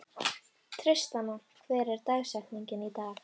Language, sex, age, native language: Icelandic, female, 11, Icelandic